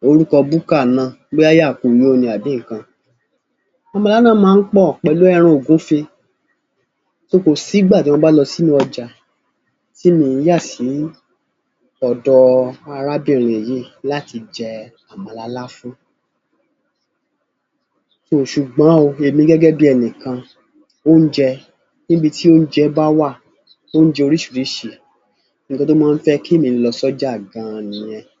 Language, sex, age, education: Yoruba, male, 30-45, tertiary